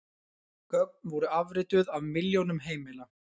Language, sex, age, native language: Icelandic, male, 20-29, Icelandic